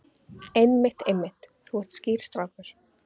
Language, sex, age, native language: Icelandic, female, 15, Icelandic